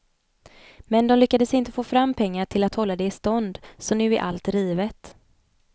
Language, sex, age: Swedish, female, 29